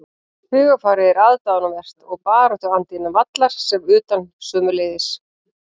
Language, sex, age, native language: Icelandic, female, 40-49, Icelandic